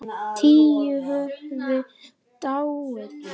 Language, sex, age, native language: Icelandic, male, 10, Icelandic